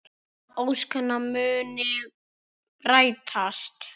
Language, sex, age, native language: Icelandic, male, 6, Icelandic